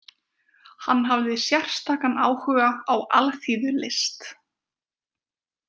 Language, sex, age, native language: Icelandic, female, 20-29, Icelandic